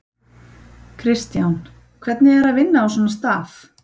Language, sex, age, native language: Icelandic, female, 30-39, Icelandic